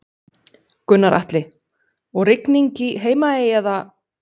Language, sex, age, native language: Icelandic, female, 30-39, Icelandic